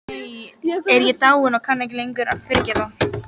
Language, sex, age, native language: Icelandic, female, 12, Icelandic